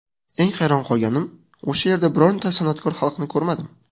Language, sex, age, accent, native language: Uzbek, male, 18-24, Sirdaryo, Uzbek